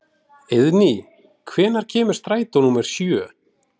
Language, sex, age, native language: Icelandic, male, 40-49, Icelandic